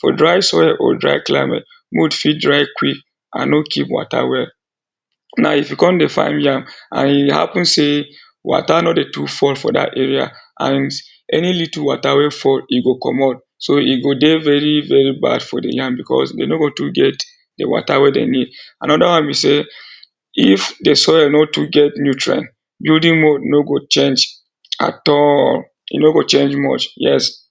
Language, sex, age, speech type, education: Nigerian Pidgin, male, 30-45, spontaneous, tertiary